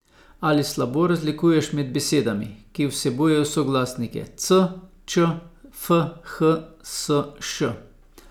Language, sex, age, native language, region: Slovenian, male, 50-59, Slovenian, Savinja region